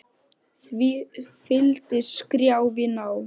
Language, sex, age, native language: Icelandic, male, 10, Icelandic